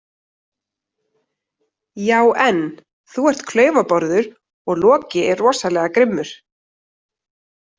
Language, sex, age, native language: Icelandic, female, 30-39, Icelandic